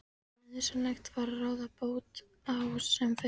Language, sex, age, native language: Icelandic, female, 13, Icelandic